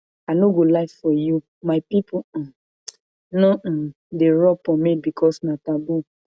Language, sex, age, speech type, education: Nigerian Pidgin, female, 30-45, spontaneous, tertiary